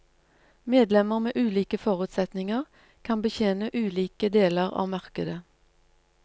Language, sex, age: Norwegian, female, 47